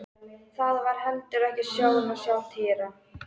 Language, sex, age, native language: Icelandic, female, 13, Icelandic